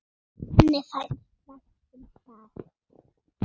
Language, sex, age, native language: Icelandic, female, 6, Icelandic